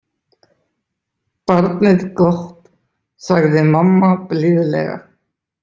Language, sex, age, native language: Icelandic, male, 20-29, Icelandic